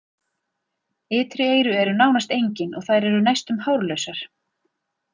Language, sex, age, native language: Icelandic, female, 40-49, Icelandic